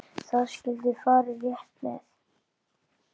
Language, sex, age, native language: Icelandic, male, 10, Icelandic